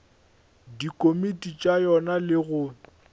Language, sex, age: Northern Sotho, male, 21